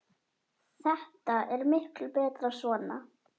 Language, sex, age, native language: Icelandic, female, 10, Icelandic